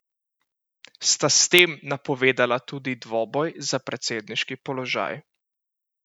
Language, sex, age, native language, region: Slovenian, male, 18-29, Slovenian, Central Slovenia